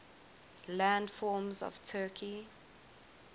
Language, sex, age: English, female, 20